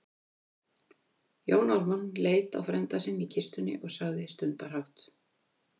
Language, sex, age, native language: Icelandic, female, 50-59, Icelandic